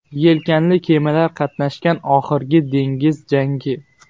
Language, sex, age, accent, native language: Uzbek, male, 18-24, Xorazm, Uzbek